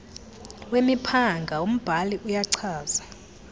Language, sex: Xhosa, female